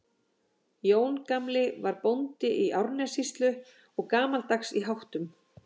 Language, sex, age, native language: Icelandic, female, 40-49, Icelandic